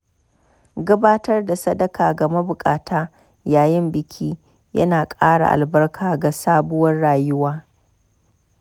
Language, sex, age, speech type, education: Hausa, female, 30-45, spontaneous, tertiary